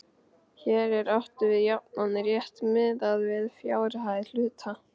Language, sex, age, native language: Icelandic, male, 12, Icelandic